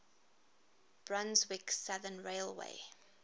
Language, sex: English, female